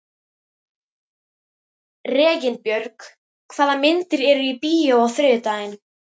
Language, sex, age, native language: Icelandic, female, 13, Icelandic